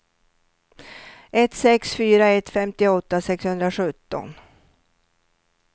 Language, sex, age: Swedish, female, 67